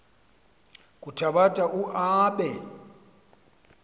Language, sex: Xhosa, male